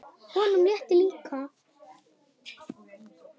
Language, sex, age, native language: Icelandic, female, 10, Icelandic